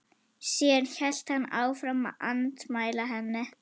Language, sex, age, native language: Icelandic, female, 11, Icelandic